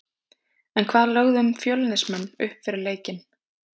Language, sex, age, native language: Icelandic, female, 20-29, Icelandic